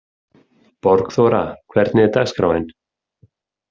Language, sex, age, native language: Icelandic, male, 30-39, Icelandic